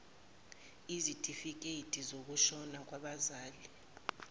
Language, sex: Zulu, female